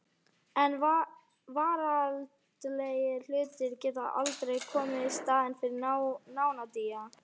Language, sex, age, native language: Icelandic, female, 12, Icelandic